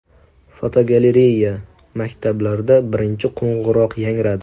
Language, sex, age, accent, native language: Uzbek, male, 19-29, Toshkent viloyati, Uzbek